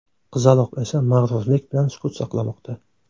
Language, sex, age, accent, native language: Uzbek, male, 18-24, Toshkent shahri, Uzbek